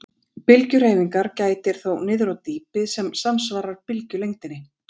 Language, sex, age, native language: Icelandic, female, 40-49, Icelandic